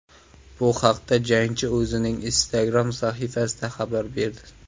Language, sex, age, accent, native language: Uzbek, male, 19-29, Samarqand, Uzbek